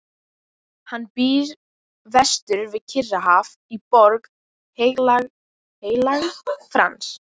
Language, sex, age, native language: Icelandic, other, 12, Icelandic